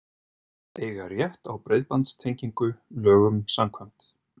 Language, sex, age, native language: Icelandic, male, 30-39, Icelandic